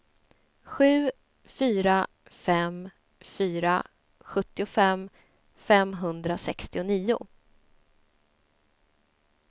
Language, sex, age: Swedish, female, 30